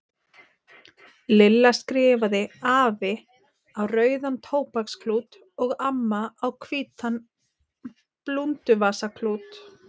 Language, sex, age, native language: Icelandic, female, 30-39, Icelandic